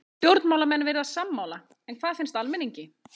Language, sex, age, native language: Icelandic, female, 30-39, Icelandic